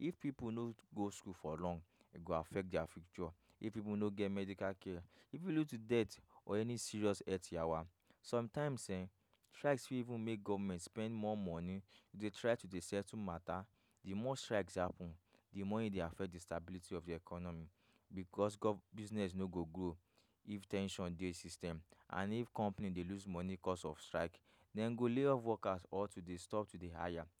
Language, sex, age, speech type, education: Nigerian Pidgin, male, 15-29, spontaneous, tertiary